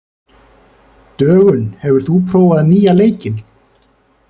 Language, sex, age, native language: Icelandic, male, 30-39, Icelandic